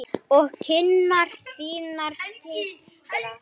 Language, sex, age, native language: Icelandic, male, 9, Icelandic